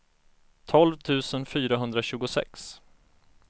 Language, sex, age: Swedish, male, 34